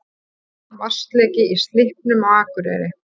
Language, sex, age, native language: Icelandic, female, 30-39, Icelandic